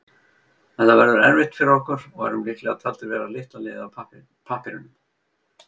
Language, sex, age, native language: Icelandic, male, 50-59, Icelandic